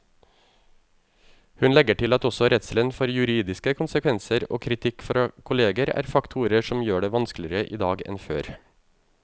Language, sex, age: Norwegian, male, 35